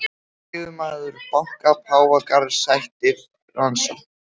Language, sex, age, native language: Icelandic, male, 18-19, Icelandic